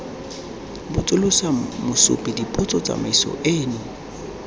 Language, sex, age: Tswana, male, 22